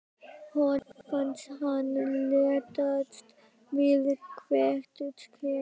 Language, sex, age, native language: Icelandic, female, 12, Icelandic